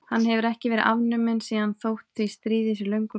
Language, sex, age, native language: Icelandic, female, 20-29, Icelandic